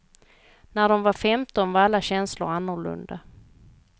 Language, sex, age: Swedish, female, 38